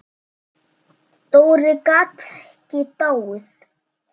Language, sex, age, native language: Icelandic, male, 6, Icelandic